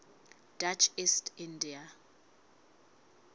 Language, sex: Southern Sotho, female